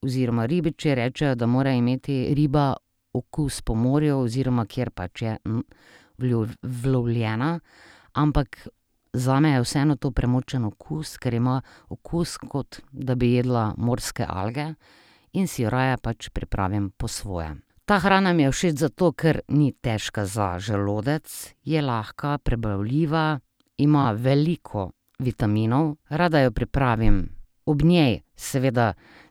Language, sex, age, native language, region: Slovenian, female, 30-49, Slovenian, Drava region